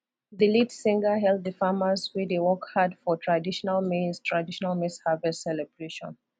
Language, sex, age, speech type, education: Nigerian Pidgin, female, 30-45, spontaneous, tertiary